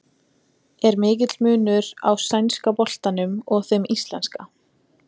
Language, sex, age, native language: Icelandic, female, 20-29, Icelandic